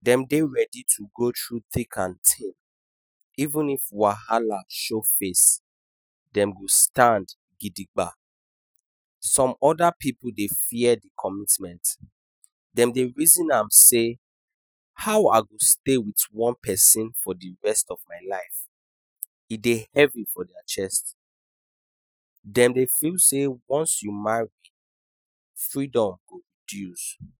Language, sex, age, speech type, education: Nigerian Pidgin, male, 15-29, spontaneous, tertiary